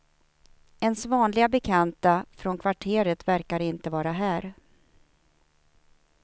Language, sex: Swedish, female